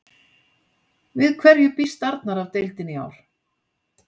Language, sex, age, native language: Icelandic, female, 60-69, Icelandic